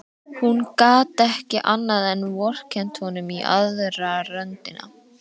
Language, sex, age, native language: Icelandic, female, 13, Icelandic